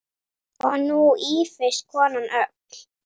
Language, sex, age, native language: Icelandic, female, 9, Icelandic